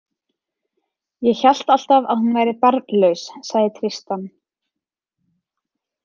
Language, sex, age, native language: Icelandic, female, 30-39, Icelandic